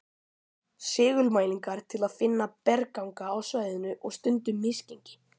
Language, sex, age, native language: Icelandic, male, 12, Icelandic